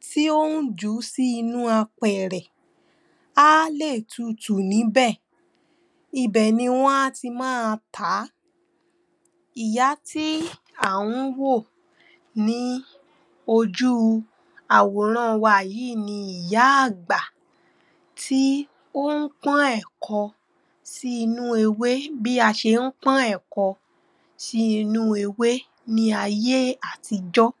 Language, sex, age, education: Yoruba, female, 15-29, primary